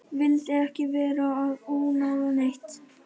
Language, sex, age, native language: Icelandic, male, 11, Icelandic